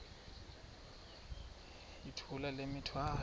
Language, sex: Xhosa, male